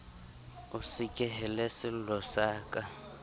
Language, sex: Southern Sotho, male